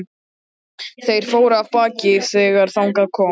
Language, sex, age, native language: Icelandic, male, 13, Icelandic